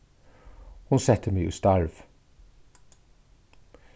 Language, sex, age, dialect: Faroese, male, 36-60, Suðurstreymoy